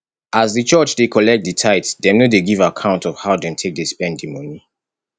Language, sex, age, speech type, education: Nigerian Pidgin, male, 30-45, spontaneous, tertiary